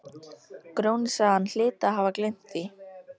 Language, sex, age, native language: Icelandic, female, 13, Icelandic